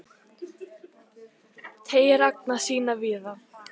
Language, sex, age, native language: Icelandic, female, 18-19, Icelandic